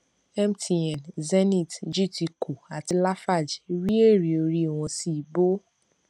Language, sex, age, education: Yoruba, female, 15-29, tertiary